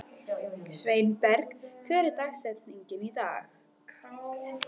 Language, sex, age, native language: Icelandic, female, 12, Icelandic